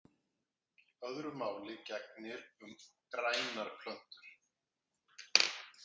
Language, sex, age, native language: Icelandic, male, 50-59, Icelandic